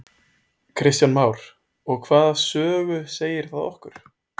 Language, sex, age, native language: Icelandic, male, 20-29, Icelandic